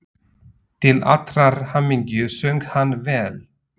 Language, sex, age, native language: Icelandic, male, 40-49, Slovak